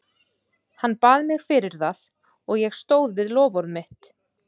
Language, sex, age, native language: Icelandic, female, 30-39, Icelandic